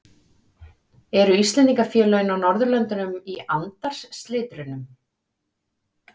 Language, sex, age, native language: Icelandic, female, 30-39, Icelandic